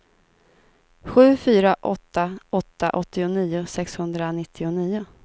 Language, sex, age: Swedish, female, 32